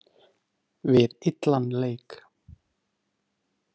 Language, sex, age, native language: Icelandic, male, 30-39, Icelandic